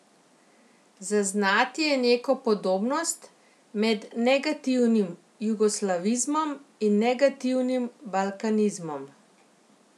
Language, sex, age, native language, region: Slovenian, female, 50-59, Slovenian, Central Slovenia